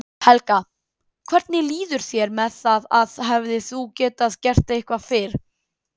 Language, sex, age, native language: Icelandic, female, 30-39, Icelandic